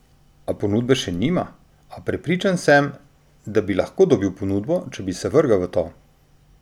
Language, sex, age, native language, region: Slovenian, male, 30-49, Slovenian, Drava region